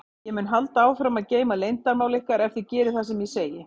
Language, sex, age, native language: Icelandic, female, 50-59, Icelandic